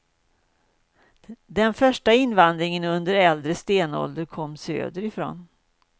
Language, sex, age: Swedish, female, 56